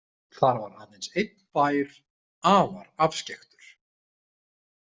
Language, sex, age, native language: Icelandic, male, 30-39, Icelandic